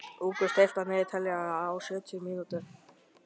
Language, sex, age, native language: Icelandic, male, 12, Icelandic